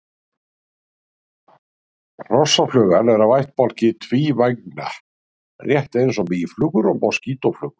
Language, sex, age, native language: Icelandic, male, 60-69, Icelandic